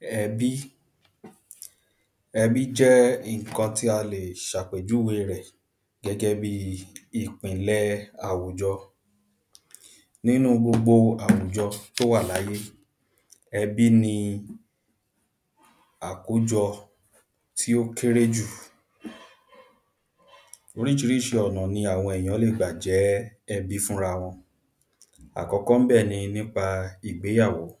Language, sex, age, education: Yoruba, male, 15-29, primary